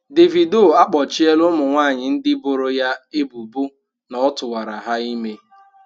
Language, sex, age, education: Igbo, male, 15-29, tertiary